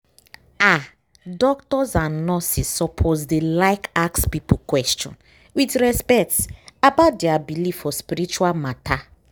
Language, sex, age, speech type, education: Nigerian Pidgin, female, 15-29, spontaneous, tertiary